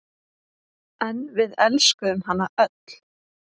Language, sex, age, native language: Icelandic, female, 20-29, Icelandic